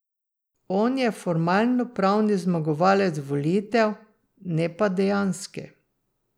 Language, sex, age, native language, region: Slovenian, female, 60+, Slovenian, Drava region